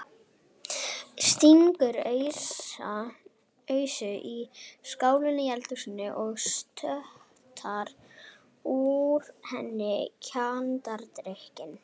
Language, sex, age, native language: Icelandic, female, 30-39, Icelandic